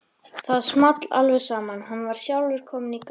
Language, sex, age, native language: Icelandic, female, 13, Icelandic